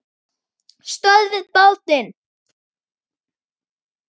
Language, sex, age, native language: Icelandic, female, 9, Icelandic